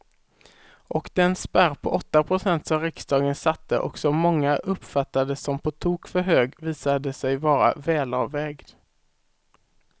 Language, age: Swedish, 18